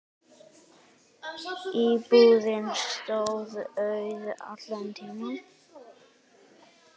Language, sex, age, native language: Icelandic, male, 8, Icelandic